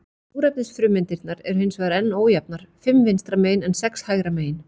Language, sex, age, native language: Icelandic, female, 40-49, Icelandic